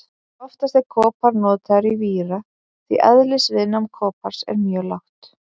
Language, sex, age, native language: Icelandic, female, 20-29, Icelandic